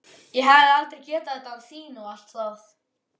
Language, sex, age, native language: Icelandic, male, 13, Icelandic